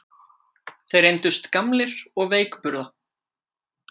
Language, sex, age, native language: Icelandic, male, 18-19, Icelandic